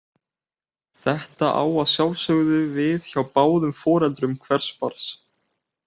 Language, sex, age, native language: Icelandic, male, 18-19, Icelandic